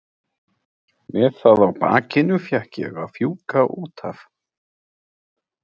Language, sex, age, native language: Icelandic, male, 30-39, Icelandic